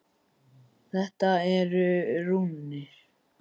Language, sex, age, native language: Icelandic, male, 10, Icelandic